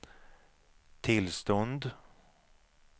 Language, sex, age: Swedish, male, 37